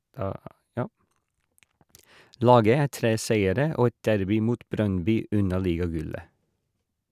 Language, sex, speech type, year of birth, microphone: Norwegian, male, read, 1981, Shure